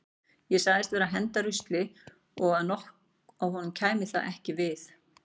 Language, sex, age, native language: Icelandic, female, 40-49, Icelandic